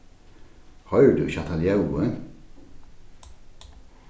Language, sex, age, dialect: Faroese, male, 36-60, Norðurstreymoy/Eysturoy